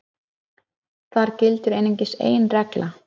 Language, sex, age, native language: Icelandic, female, 30-39, Icelandic